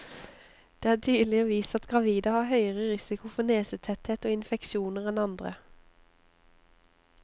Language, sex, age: Norwegian, female, 25